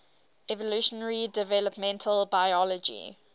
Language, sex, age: English, female, 18